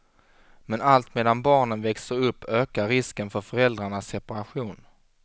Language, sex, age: Swedish, male, 25